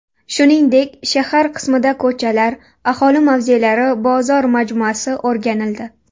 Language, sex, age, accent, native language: Uzbek, female, 19-29, Namangan, Uzbek